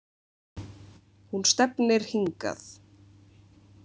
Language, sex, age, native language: Icelandic, female, 20-29, Icelandic